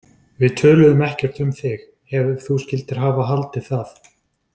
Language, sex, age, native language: Icelandic, male, 20-29, Icelandic